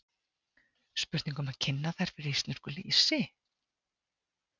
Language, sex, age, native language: Icelandic, female, 40-49, Icelandic